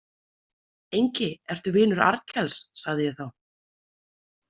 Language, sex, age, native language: Icelandic, female, 30-39, Icelandic